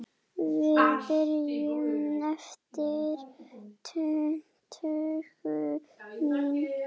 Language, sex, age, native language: Icelandic, female, 8, Icelandic